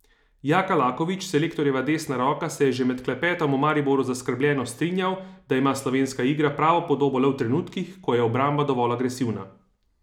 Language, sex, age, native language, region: Slovenian, male, 30-49, Slovenian, Savinja region